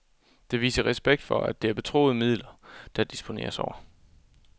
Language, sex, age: Danish, male, 24